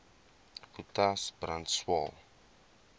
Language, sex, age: Afrikaans, male, 21